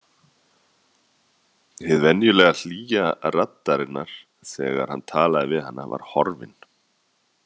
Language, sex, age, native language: Icelandic, male, 30-39, Icelandic